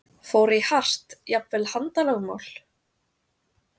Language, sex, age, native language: Icelandic, female, 30-39, Icelandic